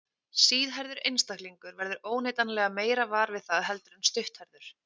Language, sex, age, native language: Icelandic, female, 30-39, Icelandic